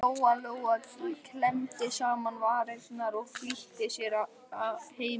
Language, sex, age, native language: Icelandic, male, 11, Icelandic